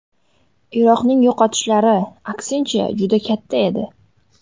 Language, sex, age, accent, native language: Uzbek, female, 18-24, Surxondaryo, Uzbek